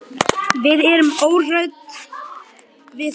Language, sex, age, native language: Icelandic, male, 10, Icelandic